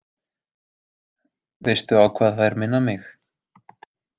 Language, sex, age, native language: Icelandic, male, 20-29, Icelandic